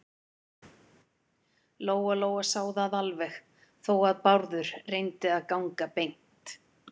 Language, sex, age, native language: Icelandic, female, 50-59, Icelandic